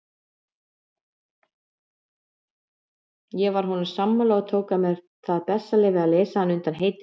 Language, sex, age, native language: Icelandic, female, 40-49, Icelandic